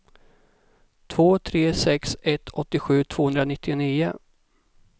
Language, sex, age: Swedish, male, 37